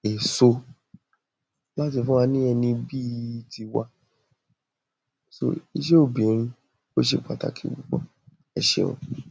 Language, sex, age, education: Yoruba, female, 30-45, secondary